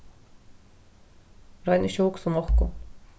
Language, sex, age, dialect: Faroese, female, 36-60, Norðurstreymoy/Eysturoy